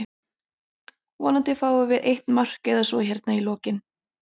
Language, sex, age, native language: Icelandic, female, 30-39, Icelandic